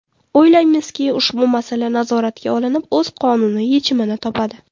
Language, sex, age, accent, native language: Uzbek, female, 18-24, Toshkent shahri, Uzbek